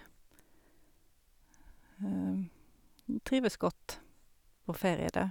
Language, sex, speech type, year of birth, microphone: Norwegian, female, spontaneous, 1972, Sennheiser